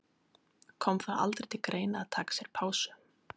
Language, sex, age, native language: Icelandic, female, 30-39, Icelandic